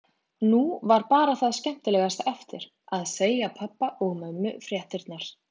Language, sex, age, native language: Icelandic, female, 20-29, Icelandic